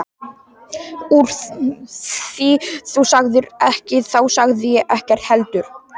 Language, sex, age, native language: Icelandic, male, 18-19, Polish